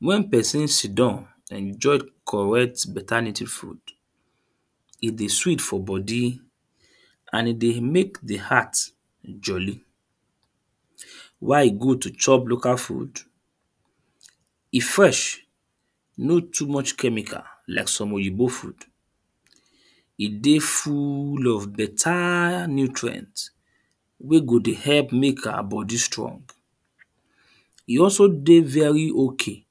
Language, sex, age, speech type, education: Nigerian Pidgin, male, 30-45, spontaneous, tertiary